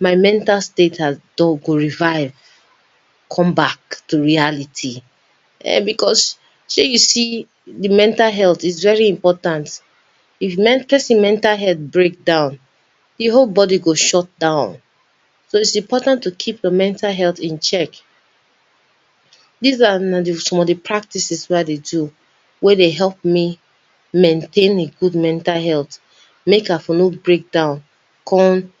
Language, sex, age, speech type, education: Nigerian Pidgin, female, 30-45, spontaneous, tertiary